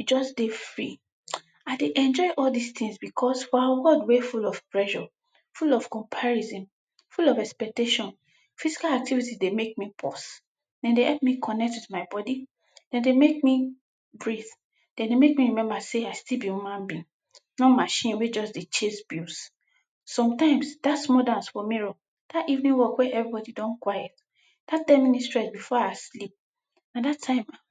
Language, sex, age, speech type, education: Nigerian Pidgin, female, 15-29, spontaneous, tertiary